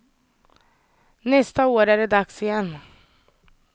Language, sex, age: Swedish, female, 30